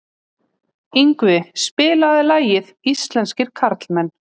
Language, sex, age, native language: Icelandic, female, 30-39, Icelandic